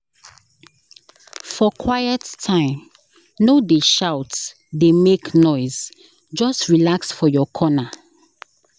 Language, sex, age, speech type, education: Nigerian Pidgin, female, 15-29, spontaneous, tertiary